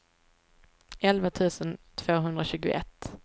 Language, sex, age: Swedish, female, 23